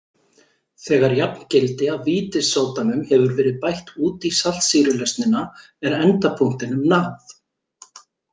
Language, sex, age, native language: Icelandic, male, 40-49, Icelandic